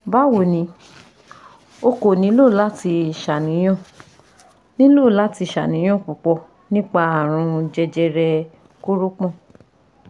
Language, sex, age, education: Yoruba, female, 15-29, tertiary